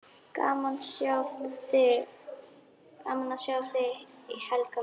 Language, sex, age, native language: Icelandic, female, 11, Icelandic